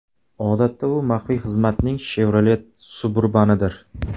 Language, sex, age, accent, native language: Uzbek, male, 25-34, Samarqand, Uzbek